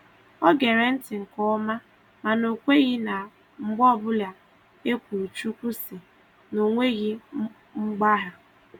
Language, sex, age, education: Igbo, female, 15-29, secondary